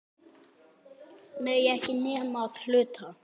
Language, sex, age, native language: Icelandic, male, 9, Icelandic